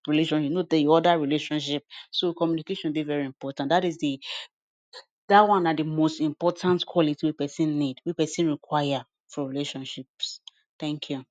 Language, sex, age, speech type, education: Nigerian Pidgin, female, 15-29, spontaneous, tertiary